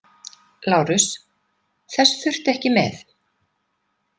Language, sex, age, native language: Icelandic, female, 50-59, Icelandic